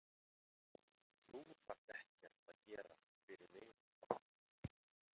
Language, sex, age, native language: Icelandic, male, 50-59, Icelandic